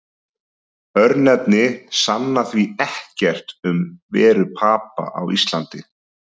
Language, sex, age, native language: Icelandic, male, 30-39, Icelandic